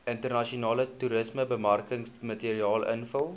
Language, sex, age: Afrikaans, male, 19